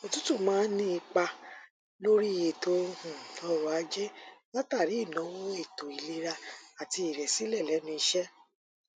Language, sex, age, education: Yoruba, female, 30-45, tertiary